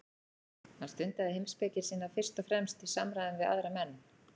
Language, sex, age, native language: Icelandic, female, 40-49, Icelandic